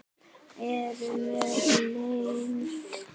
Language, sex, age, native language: Icelandic, female, 9, Icelandic